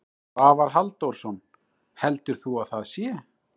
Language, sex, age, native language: Icelandic, male, 30-39, Icelandic